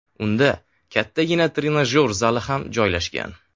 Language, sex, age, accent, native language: Uzbek, male, 18-24, Sirdaryo, Uzbek